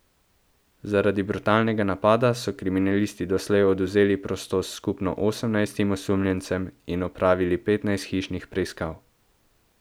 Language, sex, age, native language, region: Slovenian, male, 18-29, Slovenian, Central Slovenia